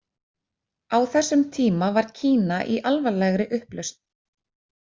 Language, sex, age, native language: Icelandic, female, 30-39, Icelandic